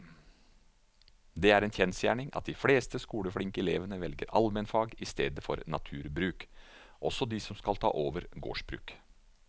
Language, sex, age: Norwegian, male, 49